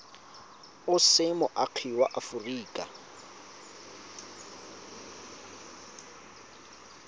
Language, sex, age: Tswana, male, 25